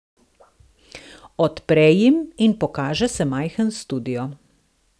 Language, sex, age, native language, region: Slovenian, female, 60+, Slovenian, Southeast Slovenia